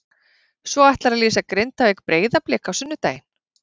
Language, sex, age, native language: Icelandic, female, 40-49, Icelandic